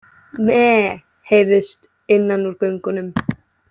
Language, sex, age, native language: Icelandic, female, 18-19, Icelandic